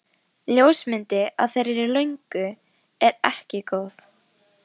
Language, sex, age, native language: Icelandic, female, 12, Icelandic